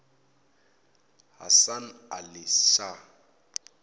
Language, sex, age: Tsonga, male, 22